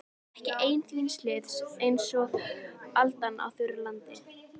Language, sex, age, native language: Icelandic, female, 13, Icelandic